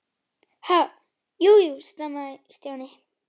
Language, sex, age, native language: Icelandic, female, 8, Icelandic